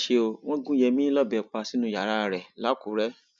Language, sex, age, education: Yoruba, male, 46-60, tertiary